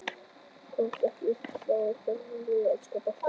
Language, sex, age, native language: Icelandic, male, 11, Icelandic